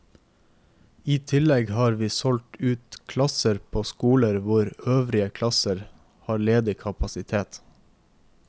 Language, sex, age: Norwegian, male, 24